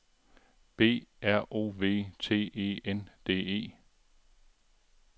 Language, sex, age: Danish, male, 42